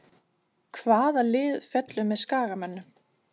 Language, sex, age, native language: Icelandic, female, 40-49, Danish